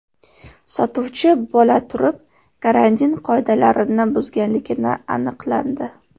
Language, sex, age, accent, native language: Uzbek, female, 18-24, Farg'ona, Uzbek